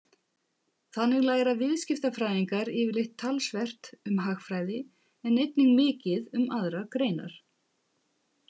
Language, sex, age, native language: Icelandic, female, 50-59, Icelandic